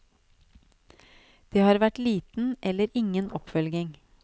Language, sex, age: Norwegian, female, 37